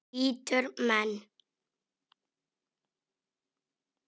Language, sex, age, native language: Icelandic, male, 6, Icelandic